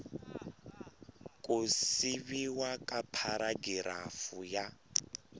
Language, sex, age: Tsonga, male, 22